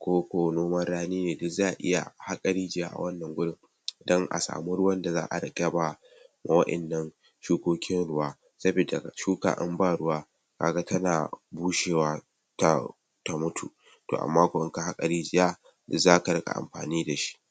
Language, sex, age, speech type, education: Hausa, male, 15-29, spontaneous, tertiary